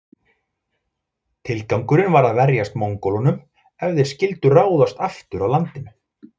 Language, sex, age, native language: Icelandic, male, 40-49, Icelandic